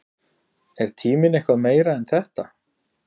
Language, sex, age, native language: Icelandic, male, 40-49, Icelandic